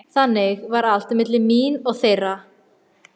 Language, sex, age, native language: Icelandic, female, 13, Icelandic